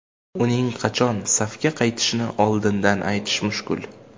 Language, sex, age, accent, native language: Uzbek, male, 18-24, Jizzax, Uzbek